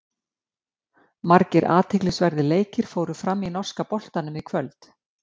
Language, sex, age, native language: Icelandic, female, 50-59, Icelandic